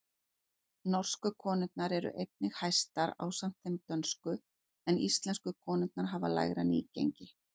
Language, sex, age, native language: Icelandic, female, 40-49, Icelandic